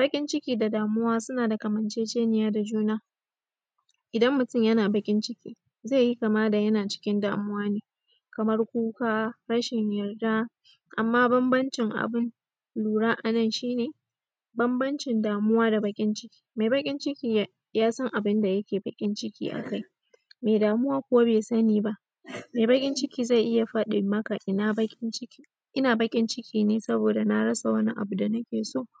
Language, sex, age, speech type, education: Hausa, female, 15-29, spontaneous, tertiary